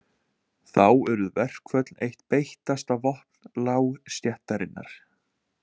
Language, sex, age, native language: Icelandic, male, 20-29, Icelandic